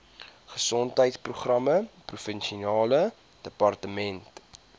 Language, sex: Afrikaans, male